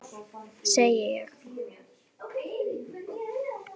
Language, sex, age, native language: Icelandic, female, 10, Icelandic